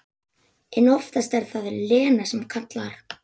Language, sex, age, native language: Icelandic, male, 11, Icelandic